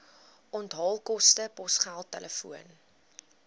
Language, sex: Afrikaans, female